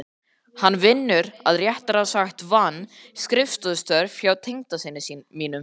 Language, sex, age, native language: Icelandic, male, 13, Icelandic